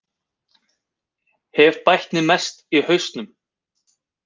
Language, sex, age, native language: Icelandic, male, 20-29, Icelandic